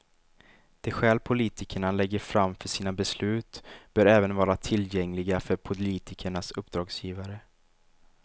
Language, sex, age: Swedish, male, 23